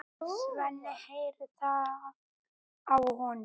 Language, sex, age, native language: Icelandic, male, 8, Icelandic